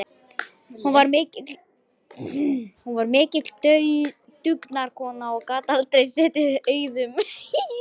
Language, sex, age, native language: Icelandic, female, 18-19, Lithuanian